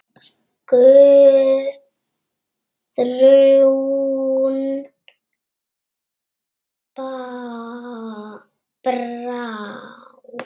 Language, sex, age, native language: Icelandic, female, 6, Icelandic